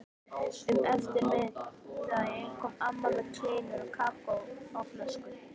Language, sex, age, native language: Icelandic, female, 13, Icelandic